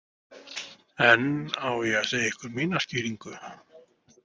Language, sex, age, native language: Icelandic, male, 40-49, Icelandic